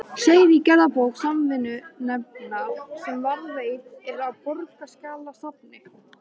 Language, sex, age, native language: Icelandic, female, 13, Icelandic